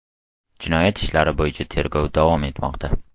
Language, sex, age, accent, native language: Uzbek, male, 12-17, Toshkent viloyati, Uzbek